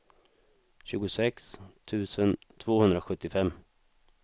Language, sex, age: Swedish, male, 26